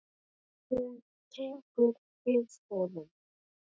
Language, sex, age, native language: Icelandic, male, 10, Icelandic